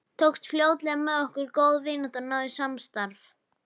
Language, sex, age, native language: Icelandic, female, 11, Icelandic